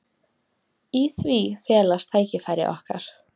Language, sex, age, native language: Icelandic, female, 18-19, Icelandic